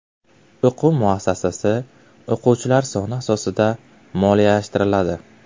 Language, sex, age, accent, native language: Uzbek, male, 18-24, Buxoro, Uzbek